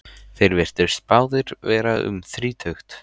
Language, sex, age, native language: Icelandic, male, 14, Icelandic